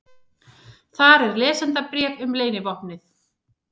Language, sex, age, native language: Icelandic, female, 30-39, Icelandic